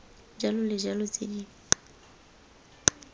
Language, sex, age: Tswana, female, 18